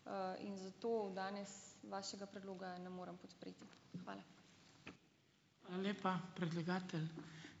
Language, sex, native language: Slovenian, female, Slovenian